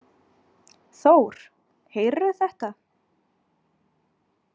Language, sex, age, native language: Icelandic, female, 20-29, Icelandic